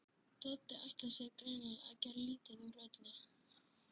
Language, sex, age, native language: Icelandic, male, 11, Icelandic